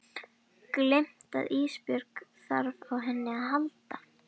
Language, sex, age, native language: Icelandic, female, 12, Icelandic